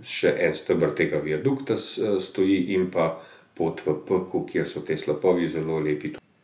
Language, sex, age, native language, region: Slovenian, male, 50-59, Slovenian, Central Slovenia